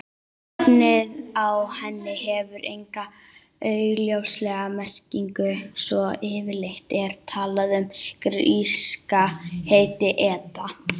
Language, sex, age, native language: Icelandic, female, 18-19, Icelandic